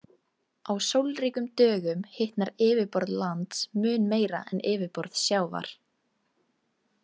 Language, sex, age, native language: Icelandic, female, 18-19, Icelandic